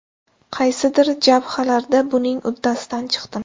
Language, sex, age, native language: Uzbek, female, 18-24, Uzbek